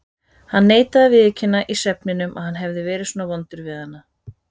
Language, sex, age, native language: Icelandic, female, 30-39, Icelandic